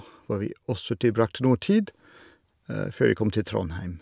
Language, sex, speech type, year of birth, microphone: Norwegian, male, spontaneous, 1962, Shure